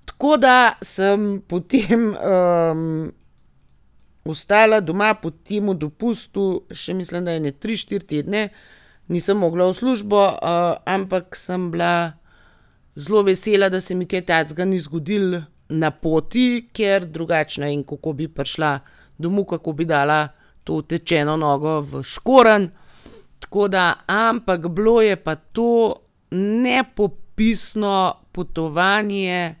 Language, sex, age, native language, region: Slovenian, female, 30-49, Slovenian, Gorenjska region